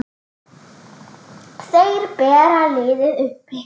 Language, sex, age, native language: Icelandic, female, 9, Icelandic